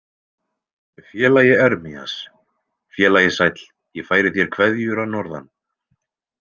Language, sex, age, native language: Icelandic, male, 20-29, Icelandic